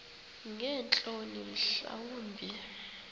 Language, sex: Xhosa, female